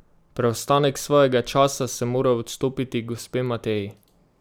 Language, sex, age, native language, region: Slovenian, male, 18-29, Slovenian, Drava region